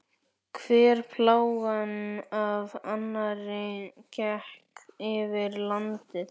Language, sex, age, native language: Icelandic, male, 11, Icelandic